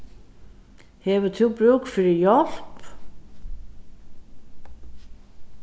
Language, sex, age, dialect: Faroese, female, 36-60, Suðurstreymoy